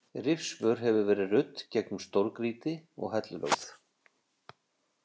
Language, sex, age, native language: Icelandic, male, 50-59, Icelandic